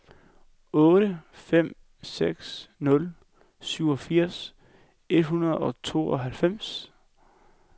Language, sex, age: Danish, male, 21